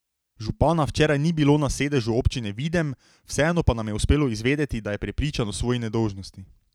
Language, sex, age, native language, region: Slovenian, male, 18-29, Slovenian, Drava region